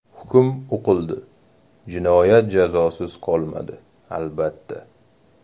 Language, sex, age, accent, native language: Uzbek, male, 18-24, Toshkent shahri, Uzbek